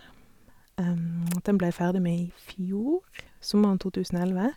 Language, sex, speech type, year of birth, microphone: Norwegian, female, spontaneous, 1984, Sennheiser